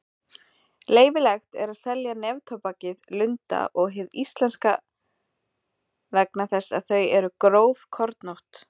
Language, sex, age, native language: Icelandic, female, 30-39, Icelandic